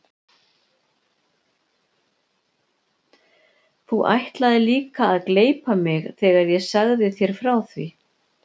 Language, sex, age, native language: Icelandic, female, 60-69, Icelandic